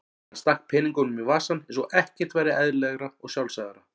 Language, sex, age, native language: Icelandic, male, 40-49, Icelandic